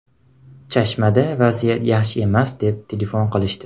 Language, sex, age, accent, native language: Uzbek, male, 18-24, Andijon, Uzbek